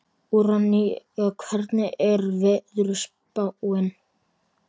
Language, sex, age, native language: Icelandic, male, 12, Icelandic